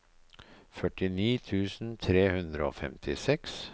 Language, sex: Norwegian, male